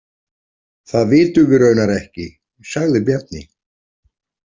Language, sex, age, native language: Icelandic, male, 40-49, Icelandic